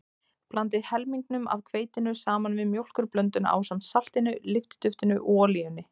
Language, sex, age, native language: Icelandic, female, 20-29, Icelandic